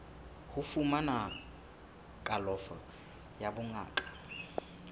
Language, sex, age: Southern Sotho, male, 22